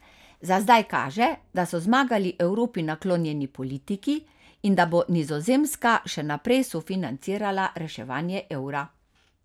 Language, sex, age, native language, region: Slovenian, female, 50-59, Slovenian, Carinthia region